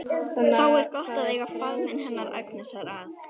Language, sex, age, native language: Icelandic, female, 11, Icelandic